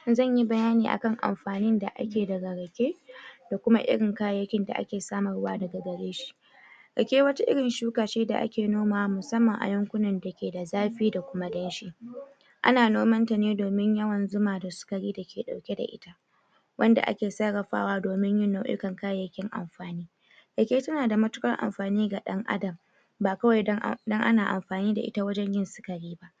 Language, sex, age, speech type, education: Hausa, female, 46-60, spontaneous, tertiary